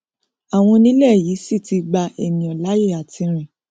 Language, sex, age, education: Yoruba, female, 30-45, tertiary